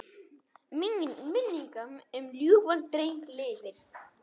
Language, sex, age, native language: Icelandic, male, 10, Icelandic